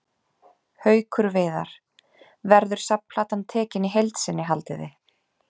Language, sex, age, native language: Icelandic, female, 30-39, Icelandic